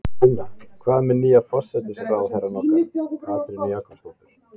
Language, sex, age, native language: Icelandic, male, 20-29, Icelandic